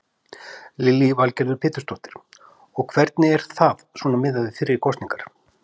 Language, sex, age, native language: Icelandic, male, 50-59, Icelandic